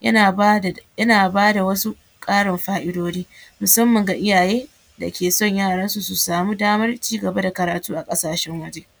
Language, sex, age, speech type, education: Hausa, female, 15-29, spontaneous, secondary